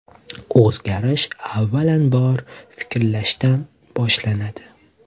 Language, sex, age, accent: Uzbek, male, 18-24, Toshkent shahri